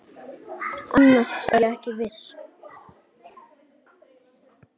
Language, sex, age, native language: Icelandic, female, 8, Icelandic